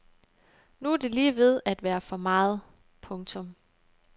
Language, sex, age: Danish, female, 29